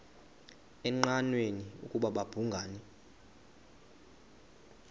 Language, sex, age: Xhosa, male, 22